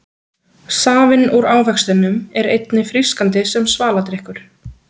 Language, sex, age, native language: Icelandic, female, 20-29, Icelandic